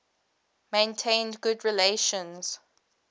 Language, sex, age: English, female, 22